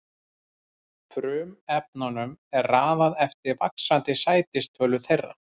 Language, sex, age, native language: Icelandic, male, 30-39, Icelandic